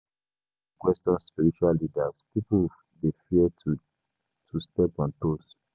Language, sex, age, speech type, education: Nigerian Pidgin, male, 15-29, spontaneous, tertiary